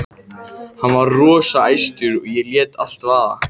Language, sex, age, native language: Icelandic, male, 14, Icelandic